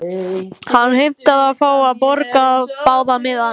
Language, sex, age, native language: Icelandic, male, 14, Icelandic